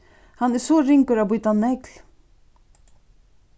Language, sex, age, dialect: Faroese, female, 36-60, Suðurstreymoy